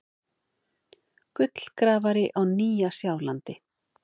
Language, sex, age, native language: Icelandic, female, 50-59, Icelandic